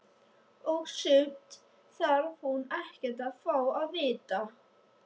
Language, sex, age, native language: Icelandic, male, 13, Icelandic